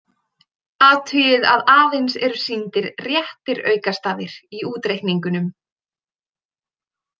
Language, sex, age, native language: Icelandic, female, 20-29, Icelandic